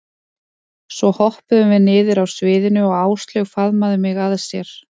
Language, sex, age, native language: Icelandic, female, 30-39, Icelandic